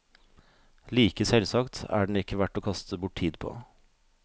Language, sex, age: Norwegian, male, 32